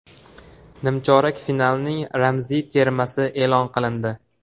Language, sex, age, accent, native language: Uzbek, male, 18-24, Farg'ona, Uzbek